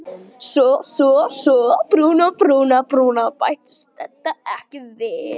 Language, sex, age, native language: Icelandic, female, 9, Icelandic